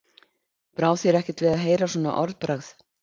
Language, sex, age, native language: Icelandic, female, 20-29, Icelandic